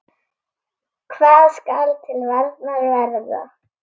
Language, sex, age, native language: Icelandic, female, 8, Icelandic